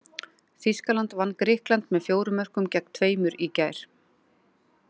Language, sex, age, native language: Icelandic, female, 40-49, Icelandic